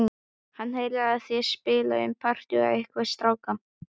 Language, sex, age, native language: Icelandic, male, 12, Icelandic